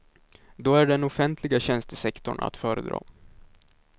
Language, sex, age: Swedish, male, 19